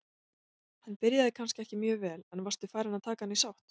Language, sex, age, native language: Icelandic, female, 20-29, Icelandic